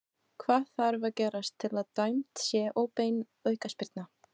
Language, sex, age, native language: Icelandic, female, 20-29, Portuguese